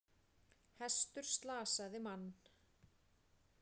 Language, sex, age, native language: Icelandic, female, 40-49, Icelandic